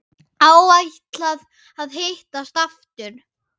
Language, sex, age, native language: Icelandic, female, 8, Icelandic